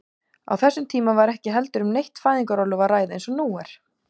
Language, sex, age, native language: Icelandic, female, 18-19, Icelandic